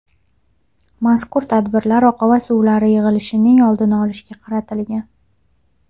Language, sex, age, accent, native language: Uzbek, female, 19-29, Farg'ona, Uzbek